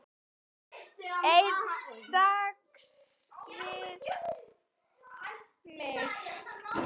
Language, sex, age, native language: Icelandic, male, 8, Icelandic